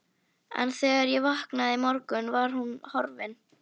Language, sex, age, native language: Icelandic, female, 11, Icelandic